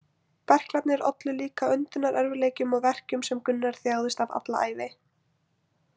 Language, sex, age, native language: Icelandic, female, 20-29, Icelandic